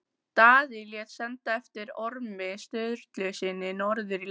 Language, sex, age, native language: Icelandic, female, 14, Icelandic